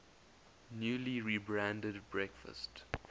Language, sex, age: English, male, 19